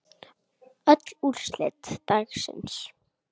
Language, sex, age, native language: Icelandic, female, 8, Icelandic